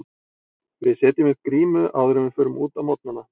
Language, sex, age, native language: Icelandic, male, 40-49, Icelandic